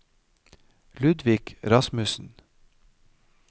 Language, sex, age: Norwegian, male, 55